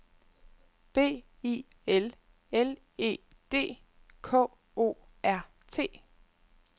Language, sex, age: Danish, female, 25